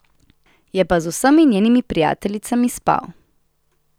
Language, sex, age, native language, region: Slovenian, female, 18-29, Slovenian, Southeast Slovenia